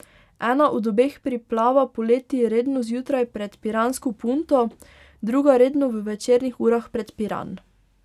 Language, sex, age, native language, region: Slovenian, female, 18-29, Slovenian, Pomurje region